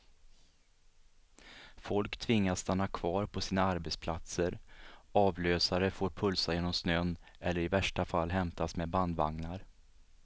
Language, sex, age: Swedish, male, 37